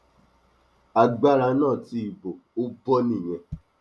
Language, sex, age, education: Yoruba, male, 30-45, tertiary